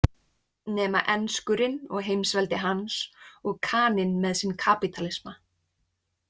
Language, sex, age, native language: Icelandic, female, 20-29, Icelandic